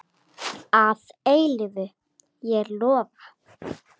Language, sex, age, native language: Icelandic, female, 7, Icelandic